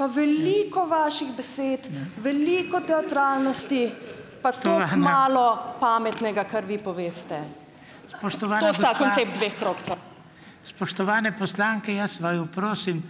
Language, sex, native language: Slovenian, female, Slovenian